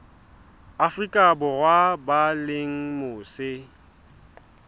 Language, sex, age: Southern Sotho, male, 20